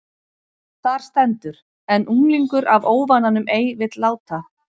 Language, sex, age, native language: Icelandic, female, 30-39, Icelandic